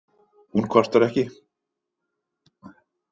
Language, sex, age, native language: Icelandic, male, 50-59, Icelandic